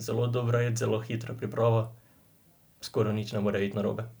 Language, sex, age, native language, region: Slovenian, male, 18-29, Slovenian, Drava region